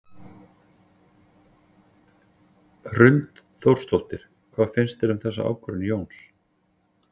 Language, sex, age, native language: Icelandic, male, 40-49, Icelandic